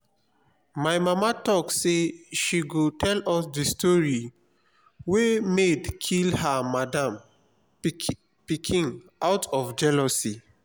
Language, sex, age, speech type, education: Nigerian Pidgin, male, 30-45, spontaneous, tertiary